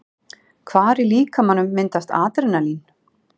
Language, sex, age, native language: Icelandic, female, 40-49, Icelandic